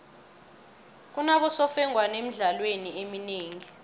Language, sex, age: South Ndebele, female, 22